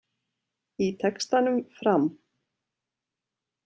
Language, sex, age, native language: Icelandic, female, 30-39, Icelandic